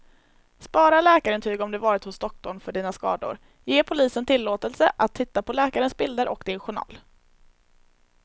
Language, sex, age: Swedish, female, 21